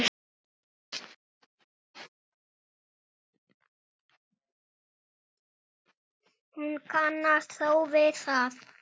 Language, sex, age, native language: Icelandic, male, 9, Icelandic